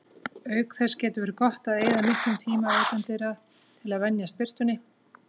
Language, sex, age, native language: Icelandic, female, 18-19, Icelandic